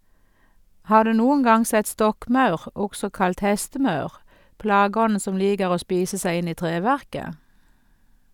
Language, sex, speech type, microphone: Norwegian, female, read, Sennheiser